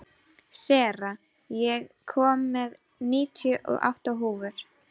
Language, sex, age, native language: Icelandic, female, 12, Icelandic